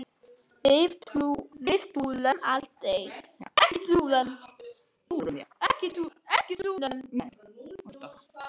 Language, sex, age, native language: Icelandic, female, 10, Icelandic